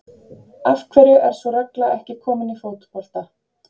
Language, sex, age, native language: Icelandic, female, 30-39, Icelandic